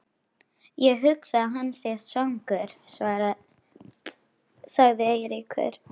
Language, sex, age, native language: Icelandic, female, 12, Icelandic